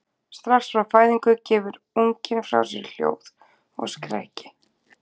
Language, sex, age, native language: Icelandic, female, 20-29, Icelandic